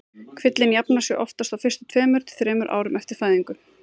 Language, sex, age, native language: Icelandic, female, 30-39, Icelandic